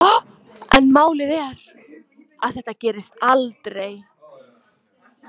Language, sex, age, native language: Icelandic, female, 18-19, Icelandic